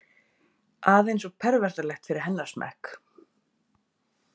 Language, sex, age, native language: Icelandic, female, 30-39, Icelandic